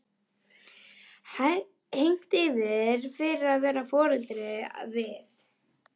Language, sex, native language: Icelandic, male, Icelandic